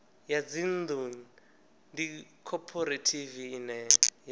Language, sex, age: Venda, male, 19